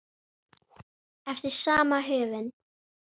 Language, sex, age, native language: Icelandic, female, 9, Icelandic